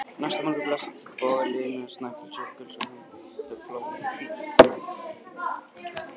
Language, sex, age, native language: Icelandic, male, 20-29, Icelandic